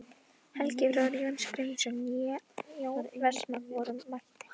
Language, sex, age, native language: Icelandic, female, 12, Icelandic